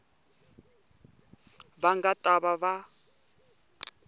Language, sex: Tsonga, male